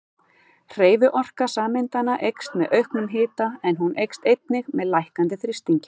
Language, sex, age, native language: Icelandic, female, 50-59, Icelandic